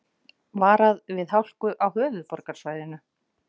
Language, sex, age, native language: Icelandic, female, 40-49, Icelandic